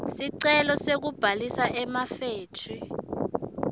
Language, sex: Swati, female